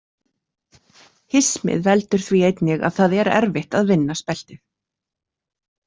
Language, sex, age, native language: Icelandic, female, 40-49, Icelandic